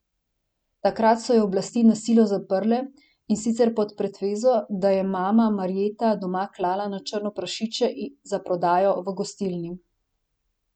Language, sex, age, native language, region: Slovenian, female, 18-29, Slovenian, Central Slovenia